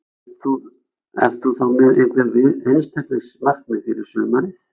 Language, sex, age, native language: Icelandic, male, 60-69, Icelandic